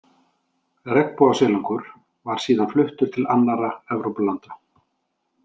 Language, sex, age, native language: Icelandic, male, 50-59, Icelandic